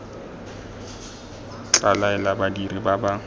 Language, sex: Tswana, male